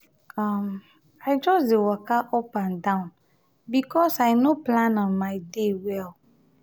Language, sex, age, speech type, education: Nigerian Pidgin, female, 30-45, spontaneous, tertiary